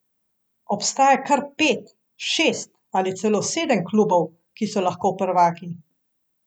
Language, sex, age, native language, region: Slovenian, female, 50-59, Slovenian, Central Slovenia